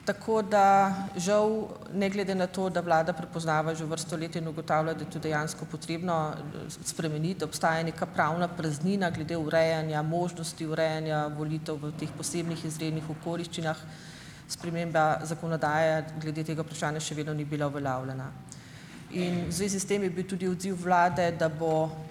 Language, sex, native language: Slovenian, female, Slovenian